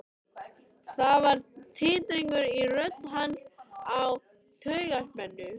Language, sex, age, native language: Icelandic, male, 13, Icelandic